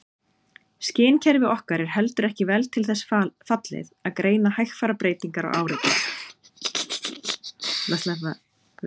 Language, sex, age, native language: Icelandic, female, 30-39, Icelandic